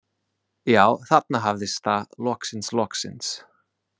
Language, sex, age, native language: Icelandic, male, 30-39, English